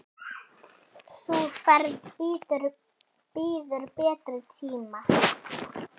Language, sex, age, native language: Icelandic, female, 7, Icelandic